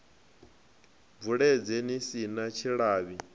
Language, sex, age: Venda, male, 25